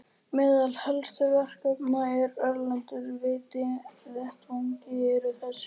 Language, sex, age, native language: Icelandic, male, 11, Icelandic